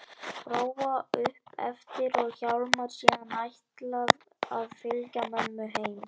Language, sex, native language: Icelandic, male, Icelandic